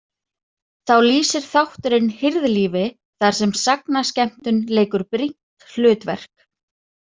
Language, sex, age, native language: Icelandic, female, 30-39, Icelandic